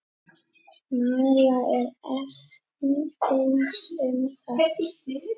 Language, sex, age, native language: Icelandic, male, 10, Icelandic